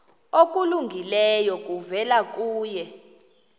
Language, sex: Xhosa, female